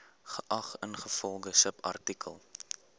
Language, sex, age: Afrikaans, male, 18